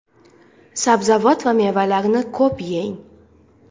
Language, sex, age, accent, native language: Uzbek, female, 19-29, Farg'ona, Uzbek